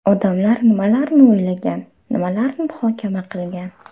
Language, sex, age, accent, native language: Uzbek, female, 18-24, Farg'ona, Uzbek